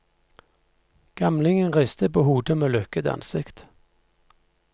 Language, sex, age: Norwegian, male, 50